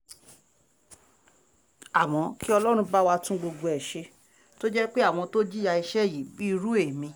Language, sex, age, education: Yoruba, female, 30-45, tertiary